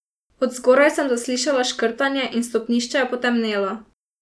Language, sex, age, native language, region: Slovenian, female, 18-29, Slovenian, Drava region